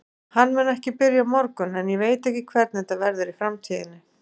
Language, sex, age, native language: Icelandic, female, 40-49, Icelandic